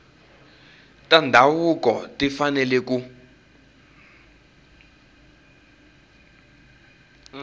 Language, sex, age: Tsonga, male, 18